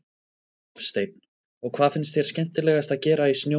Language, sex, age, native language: Icelandic, male, 20-29, Icelandic